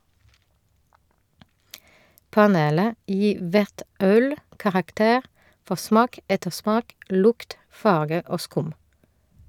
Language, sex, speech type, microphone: Norwegian, female, read, Shure